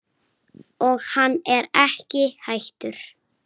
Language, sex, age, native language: Icelandic, male, 7, Icelandic